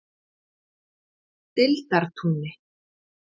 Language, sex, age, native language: Icelandic, female, 50-59, Icelandic